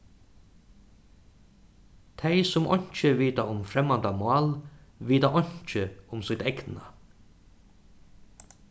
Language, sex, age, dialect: Faroese, male, 36-60, Suðuroy